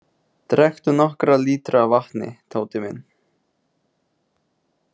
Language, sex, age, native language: Icelandic, male, 20-29, Icelandic